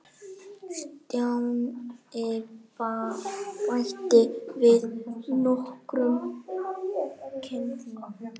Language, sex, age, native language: Icelandic, male, 10, Icelandic